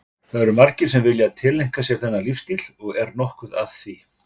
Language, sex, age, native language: Icelandic, male, 50-59, Icelandic